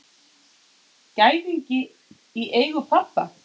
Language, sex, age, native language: Icelandic, female, 8, Icelandic